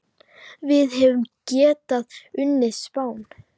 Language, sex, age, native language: Icelandic, female, 10, Icelandic